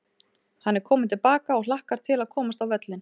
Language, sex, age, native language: Icelandic, female, 18-19, Icelandic